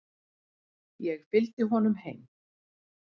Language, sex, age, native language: Icelandic, female, 40-49, Icelandic